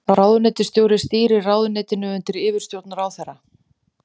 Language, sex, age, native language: Icelandic, female, 30-39, Icelandic